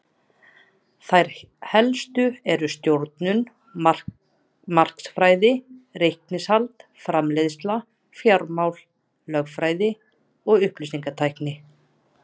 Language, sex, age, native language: Icelandic, female, 30-39, Icelandic